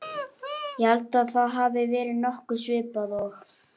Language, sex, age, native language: Icelandic, male, 11, Icelandic